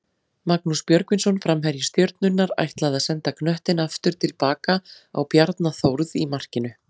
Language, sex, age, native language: Icelandic, female, 40-49, Icelandic